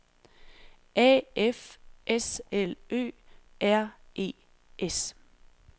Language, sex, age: Danish, female, 46